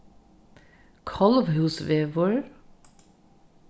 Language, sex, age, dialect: Faroese, female, 36-60, Norðurstreymoy/Eysturoy